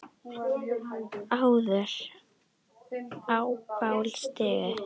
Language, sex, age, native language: Icelandic, female, 10, Icelandic